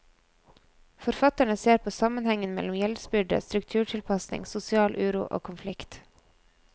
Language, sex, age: Norwegian, female, 24